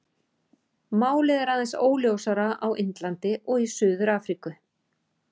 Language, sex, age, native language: Icelandic, female, 40-49, Icelandic